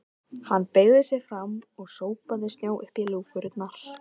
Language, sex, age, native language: Icelandic, female, 13, Icelandic